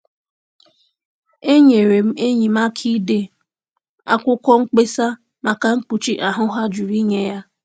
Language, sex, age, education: Igbo, female, 15-29, secondary